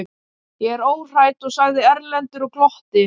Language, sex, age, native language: Icelandic, male, 12, Icelandic